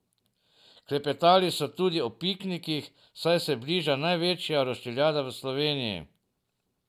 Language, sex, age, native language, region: Slovenian, male, 50-59, Slovenian, Drava region